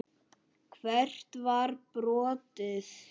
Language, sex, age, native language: Icelandic, male, 8, Icelandic